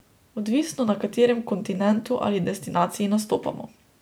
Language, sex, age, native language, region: Slovenian, female, 18-29, Slovenian, Drava region